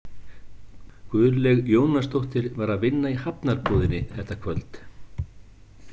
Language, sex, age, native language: Icelandic, male, 50-59, Icelandic